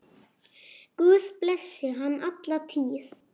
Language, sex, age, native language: Icelandic, male, 7, Icelandic